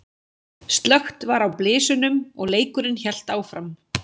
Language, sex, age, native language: Icelandic, female, 16, Icelandic